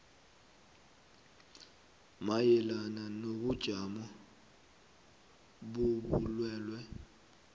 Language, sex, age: South Ndebele, male, 21